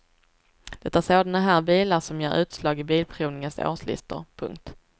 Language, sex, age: Swedish, female, 23